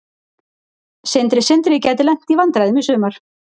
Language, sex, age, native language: Icelandic, female, 40-49, Icelandic